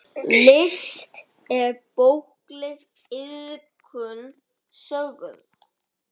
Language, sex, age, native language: Icelandic, male, 9, Icelandic